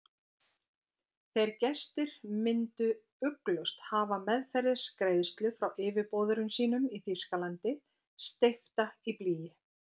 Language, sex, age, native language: Icelandic, female, 50-59, Icelandic